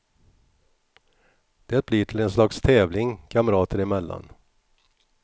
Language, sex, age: Swedish, male, 61